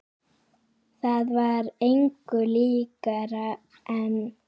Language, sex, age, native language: Icelandic, female, 9, Icelandic